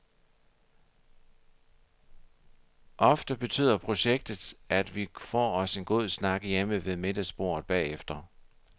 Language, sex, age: Danish, male, 60